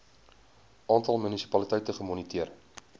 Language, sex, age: Afrikaans, male, 20